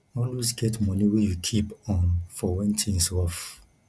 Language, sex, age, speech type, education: Nigerian Pidgin, male, 15-29, spontaneous, tertiary